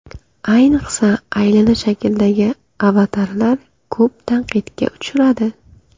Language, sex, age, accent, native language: Uzbek, female, 18-24, Qashqadaryo, Uzbek